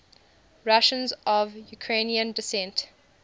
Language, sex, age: English, female, 20